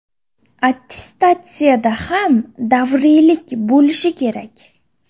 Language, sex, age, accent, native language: Uzbek, female, 25-34, Toshkent shahri, Uzbek